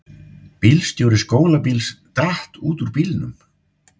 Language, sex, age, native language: Icelandic, male, 50-59, Icelandic